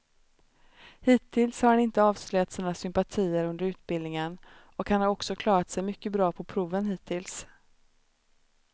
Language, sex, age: Swedish, female, 29